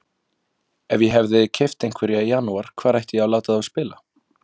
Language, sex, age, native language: Icelandic, male, 20-29, Icelandic